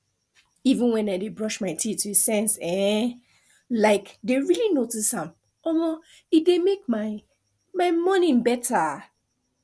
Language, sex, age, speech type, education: Nigerian Pidgin, female, 15-29, spontaneous, tertiary